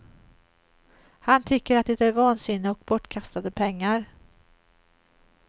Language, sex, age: Swedish, female, 38